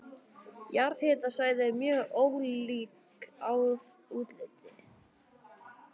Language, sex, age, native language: Icelandic, male, 11, Icelandic